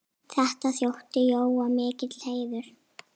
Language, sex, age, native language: Icelandic, female, 8, Icelandic